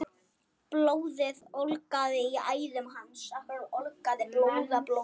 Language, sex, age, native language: Icelandic, male, 9, Icelandic